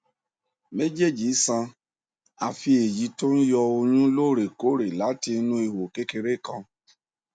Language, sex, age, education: Yoruba, male, 46-60, tertiary